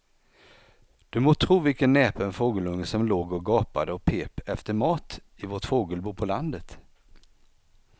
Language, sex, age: Swedish, male, 49